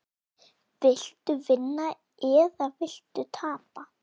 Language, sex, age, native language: Icelandic, female, 8, Icelandic